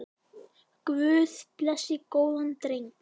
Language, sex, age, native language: Icelandic, male, 9, Icelandic